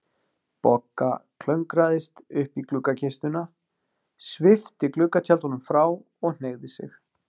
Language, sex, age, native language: Icelandic, male, 40-49, Icelandic